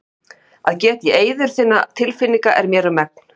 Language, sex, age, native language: Icelandic, female, 50-59, Icelandic